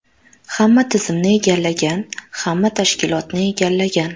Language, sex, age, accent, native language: Uzbek, female, 12-17, Toshkent shahri, Uzbek